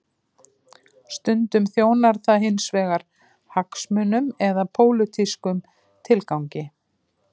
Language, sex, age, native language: Icelandic, female, 50-59, Icelandic